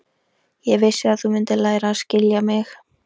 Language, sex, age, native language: Icelandic, female, 13, Icelandic